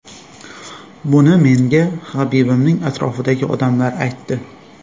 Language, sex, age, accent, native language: Uzbek, male, 25-34, Xorazm, Uzbek